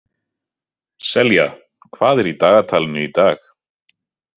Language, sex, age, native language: Icelandic, male, 30-39, Icelandic